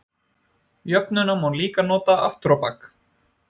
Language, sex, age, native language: Icelandic, male, 20-29, Icelandic